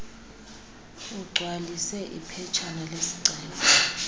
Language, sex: Xhosa, female